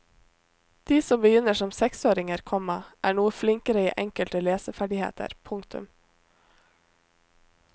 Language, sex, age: Norwegian, female, 21